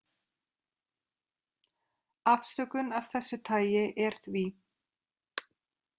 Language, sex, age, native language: Icelandic, female, 30-39, Icelandic